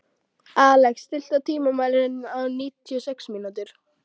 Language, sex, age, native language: Icelandic, female, 12, Icelandic